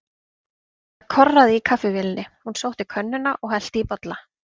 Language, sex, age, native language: Icelandic, female, 30-39, Icelandic